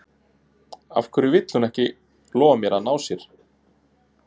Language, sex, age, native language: Icelandic, male, 30-39, Icelandic